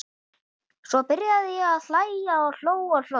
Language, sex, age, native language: Icelandic, male, 11, Icelandic